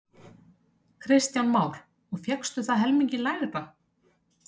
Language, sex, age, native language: Icelandic, female, 30-39, Icelandic